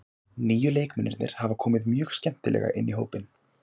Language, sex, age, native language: Icelandic, male, 18-19, Icelandic